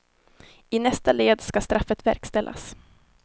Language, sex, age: Swedish, female, 19